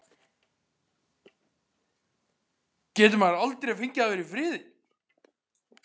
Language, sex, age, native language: Icelandic, female, 15, Icelandic